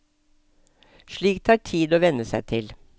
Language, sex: Norwegian, female